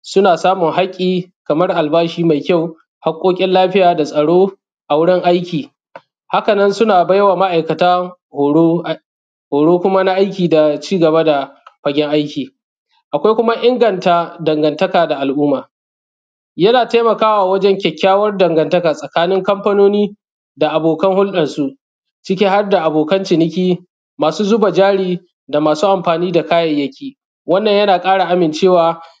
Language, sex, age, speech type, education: Hausa, male, 30-45, spontaneous, secondary